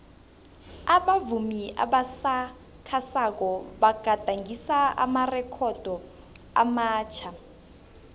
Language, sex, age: South Ndebele, female, 21